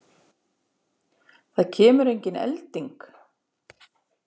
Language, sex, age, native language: Icelandic, female, 50-59, Icelandic